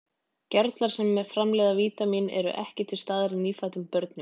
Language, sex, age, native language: Icelandic, female, 20-29, Icelandic